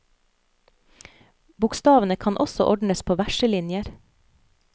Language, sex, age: Norwegian, female, 30